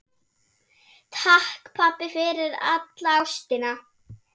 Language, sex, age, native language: Icelandic, female, 7, Icelandic